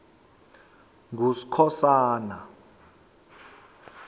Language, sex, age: South Ndebele, male, 23